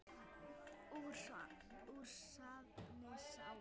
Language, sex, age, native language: Icelandic, female, 9, Icelandic